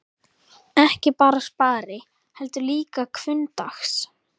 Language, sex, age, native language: Icelandic, female, 11, Icelandic